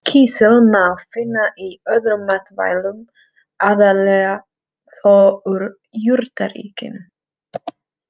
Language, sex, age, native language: Icelandic, female, 30-39, Czech